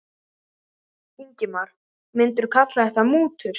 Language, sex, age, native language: Icelandic, male, 9, Icelandic